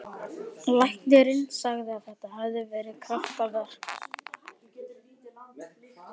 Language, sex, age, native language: Icelandic, male, 12, Icelandic